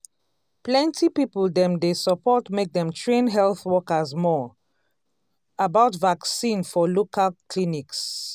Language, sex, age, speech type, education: Nigerian Pidgin, female, 30-45, spontaneous, tertiary